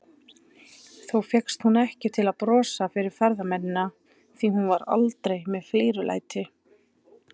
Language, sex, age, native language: Icelandic, female, 20-29, Icelandic